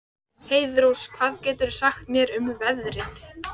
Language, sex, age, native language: Icelandic, female, 14, Icelandic